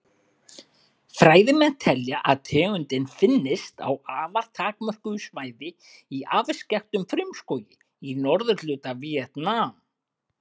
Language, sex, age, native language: Icelandic, male, 40-49, Icelandic